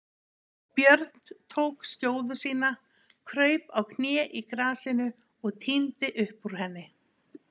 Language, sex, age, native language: Icelandic, female, 50-59, Icelandic